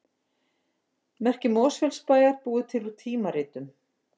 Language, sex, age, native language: Icelandic, female, 50-59, Icelandic